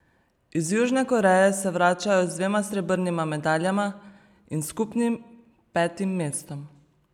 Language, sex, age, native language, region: Slovenian, female, 30-49, Slovenian, Savinja region